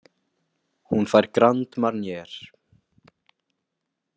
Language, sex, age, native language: Icelandic, male, 20-29, Icelandic